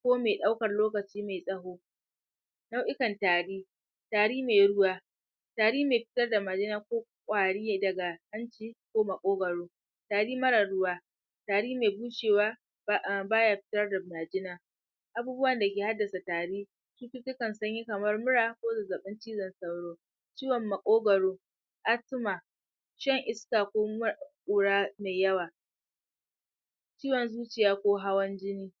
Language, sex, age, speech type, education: Hausa, male, 30-45, spontaneous, tertiary